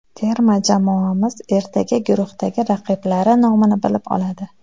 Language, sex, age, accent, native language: Uzbek, female, 30-39, Xorazm, Uzbek